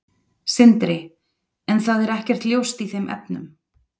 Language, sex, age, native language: Icelandic, female, 30-39, Icelandic